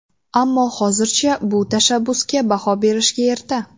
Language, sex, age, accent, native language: Uzbek, female, 18-24, Sirdaryo, Uzbek